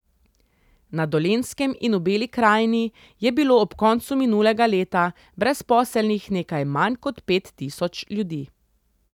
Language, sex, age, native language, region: Slovenian, female, 30-49, Slovenian, Central Slovenia